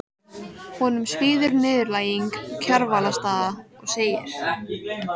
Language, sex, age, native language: Icelandic, female, 14, Icelandic